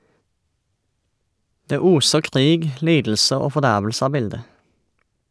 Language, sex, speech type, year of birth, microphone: Norwegian, male, read, 1989, Shure